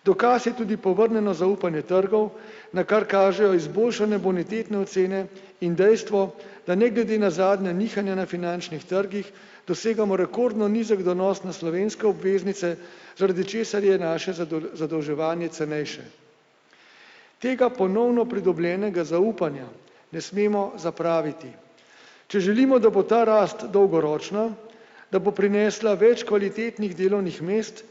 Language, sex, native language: Slovenian, male, Slovenian